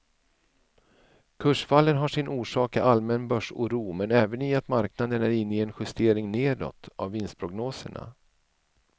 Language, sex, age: Swedish, male, 47